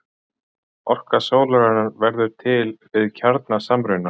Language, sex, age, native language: Icelandic, male, 40-49, Icelandic